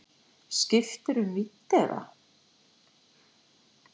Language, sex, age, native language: Icelandic, female, 40-49, Icelandic